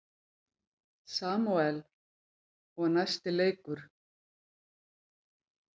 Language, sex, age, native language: Icelandic, female, 50-59, Icelandic